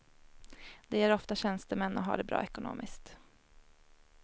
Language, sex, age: Swedish, female, 21